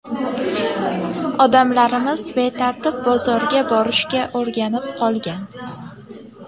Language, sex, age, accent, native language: Uzbek, female, 18-24, Namangan, Uzbek